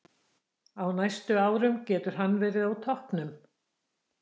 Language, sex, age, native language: Icelandic, female, 60-69, Icelandic